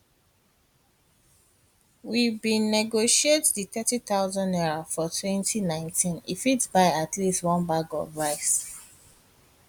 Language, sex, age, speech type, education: Nigerian Pidgin, female, 15-29, spontaneous, tertiary